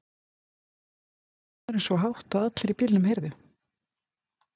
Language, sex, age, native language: Icelandic, female, 50-59, Icelandic